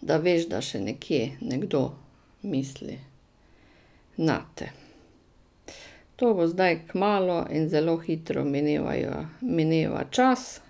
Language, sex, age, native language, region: Slovenian, female, 60+, Slovenian, Drava region